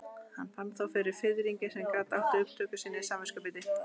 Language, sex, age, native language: Icelandic, female, 30-39, Icelandic